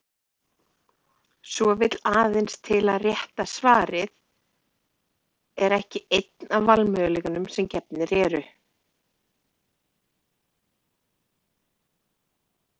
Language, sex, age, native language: Icelandic, female, 30-39, Icelandic